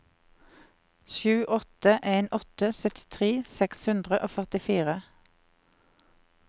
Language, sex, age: Norwegian, female, 50